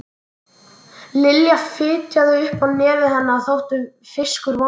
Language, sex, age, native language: Icelandic, male, 11, Icelandic